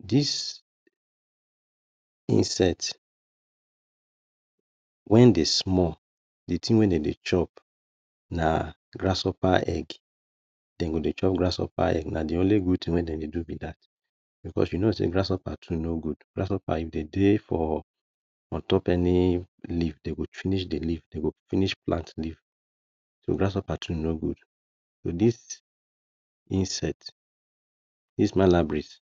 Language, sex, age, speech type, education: Nigerian Pidgin, male, 30-45, spontaneous, tertiary